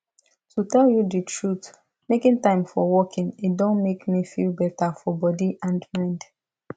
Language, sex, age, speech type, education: Nigerian Pidgin, female, 15-29, spontaneous, tertiary